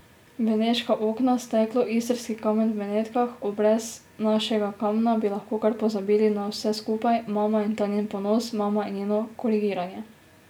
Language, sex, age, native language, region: Slovenian, female, 18-29, Slovenian, Drava region